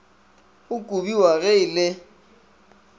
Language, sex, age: Northern Sotho, male, 24